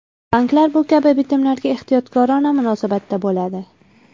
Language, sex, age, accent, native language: Uzbek, female, 19-29, Farg'ona, Uzbek